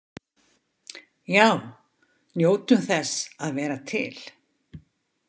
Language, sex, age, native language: Icelandic, female, 50-59, Icelandic